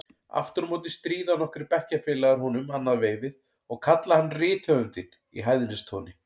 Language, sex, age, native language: Icelandic, male, 40-49, Icelandic